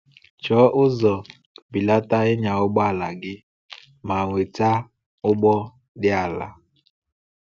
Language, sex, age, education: Igbo, male, 15-29, tertiary